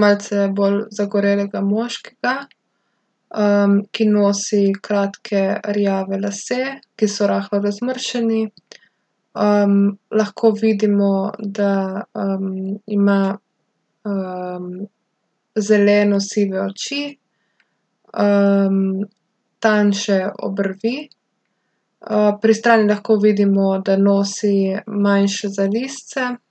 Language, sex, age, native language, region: Slovenian, female, 18-29, Slovenian, Gorica region